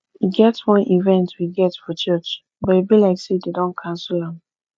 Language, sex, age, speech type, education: Nigerian Pidgin, female, 15-29, spontaneous, tertiary